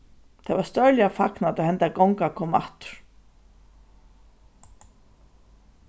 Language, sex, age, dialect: Faroese, female, 36-60, Suðurstreymoy